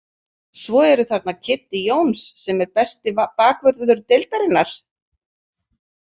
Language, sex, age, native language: Icelandic, female, 40-49, Icelandic